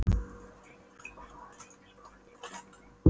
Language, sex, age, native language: Icelandic, female, 12, Polish